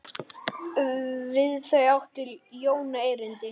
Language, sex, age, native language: Icelandic, male, 9, Icelandic